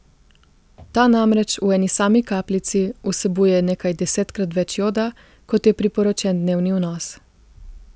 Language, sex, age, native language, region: Slovenian, female, 18-29, Slovenian, Gorica region